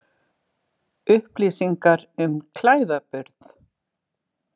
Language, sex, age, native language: Icelandic, female, 60-69, Icelandic